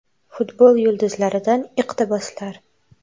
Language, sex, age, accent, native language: Uzbek, female, 12-17, Toshkent viloyati, Uzbek